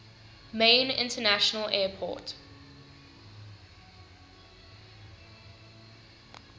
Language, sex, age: English, female, 21